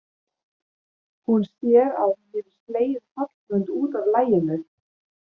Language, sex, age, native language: Icelandic, female, 40-49, German